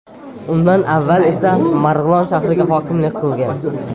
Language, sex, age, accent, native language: Uzbek, male, under 19, Samarqand, Uzbek